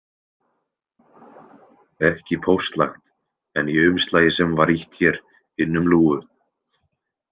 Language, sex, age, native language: Icelandic, male, 20-29, Icelandic